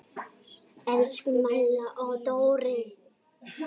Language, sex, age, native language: Icelandic, female, 8, Icelandic